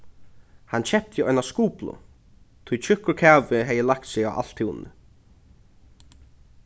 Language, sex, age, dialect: Faroese, male, 15-35, Norðurstreymoy/Eysturoy